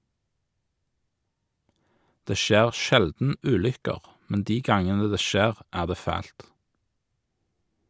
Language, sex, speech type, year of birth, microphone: Norwegian, male, read, 1985, Shure